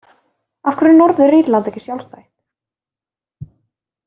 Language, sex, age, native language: Icelandic, female, 20-29, Icelandic